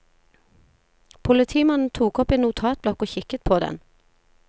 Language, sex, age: Norwegian, female, 40